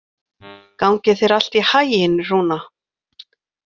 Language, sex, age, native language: Icelandic, female, 40-49, Icelandic